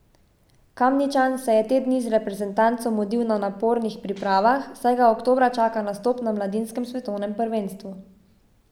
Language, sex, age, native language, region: Slovenian, female, 18-29, Slovenian, Savinja region